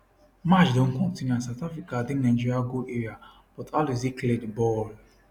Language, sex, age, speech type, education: Nigerian Pidgin, male, 15-29, spontaneous, tertiary